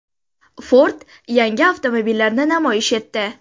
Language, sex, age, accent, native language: Uzbek, female, 19-29, Sirdaryo, Uzbek